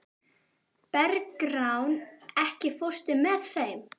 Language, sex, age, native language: Icelandic, female, 11, Icelandic